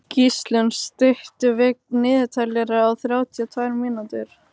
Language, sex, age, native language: Icelandic, female, 18-19, Icelandic